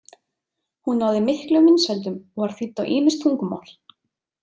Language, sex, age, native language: Icelandic, female, 30-39, Icelandic